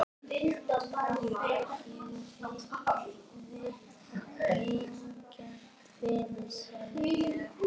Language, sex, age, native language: Icelandic, female, 11, Icelandic